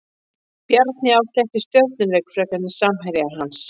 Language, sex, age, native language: Icelandic, female, 50-59, Icelandic